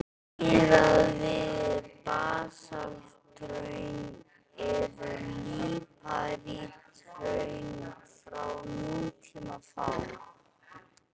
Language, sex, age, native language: Icelandic, male, 13, Icelandic